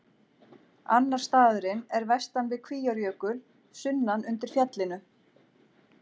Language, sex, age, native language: Icelandic, female, 40-49, Icelandic